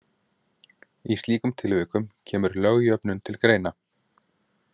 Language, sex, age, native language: Icelandic, male, 40-49, Icelandic